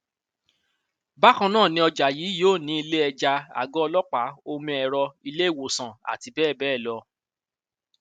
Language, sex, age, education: Yoruba, male, 30-45, tertiary